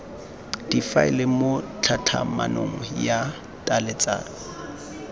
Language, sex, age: Tswana, male, 22